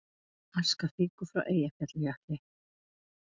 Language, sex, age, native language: Icelandic, female, 40-49, Icelandic